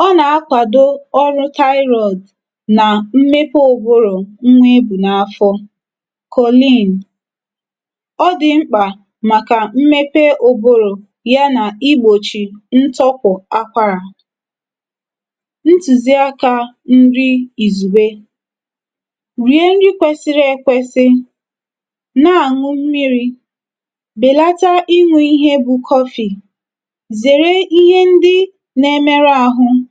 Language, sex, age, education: Igbo, female, 30-45, tertiary